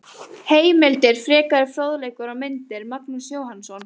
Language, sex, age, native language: Icelandic, female, 18-19, Icelandic